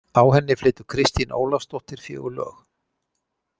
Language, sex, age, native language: Icelandic, male, 60-69, Icelandic